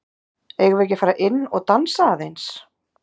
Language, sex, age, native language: Icelandic, female, 30-39, Icelandic